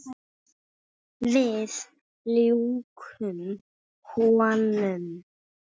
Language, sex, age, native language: Icelandic, male, 6, Icelandic